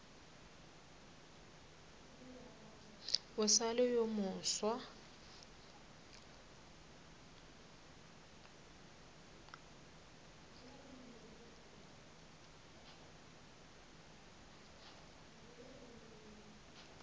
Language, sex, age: Northern Sotho, female, 27